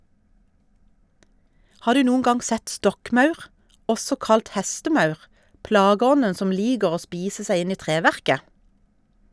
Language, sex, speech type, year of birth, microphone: Norwegian, female, read, 1972, Shure